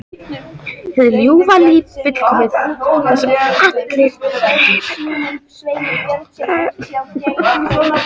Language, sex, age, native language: Icelandic, female, 13, Icelandic